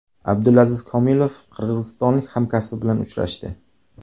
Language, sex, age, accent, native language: Uzbek, male, 25-34, Samarqand, Uzbek